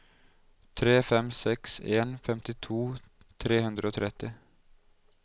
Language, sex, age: Norwegian, male, 20